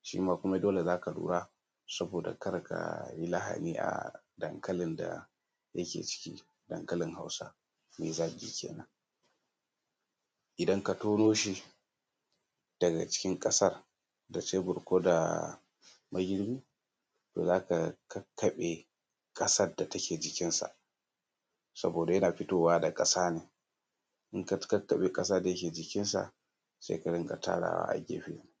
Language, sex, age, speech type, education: Hausa, male, 30-45, spontaneous, tertiary